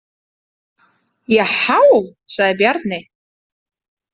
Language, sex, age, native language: Icelandic, female, 30-39, Icelandic